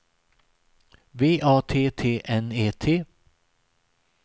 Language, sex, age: Swedish, male, 63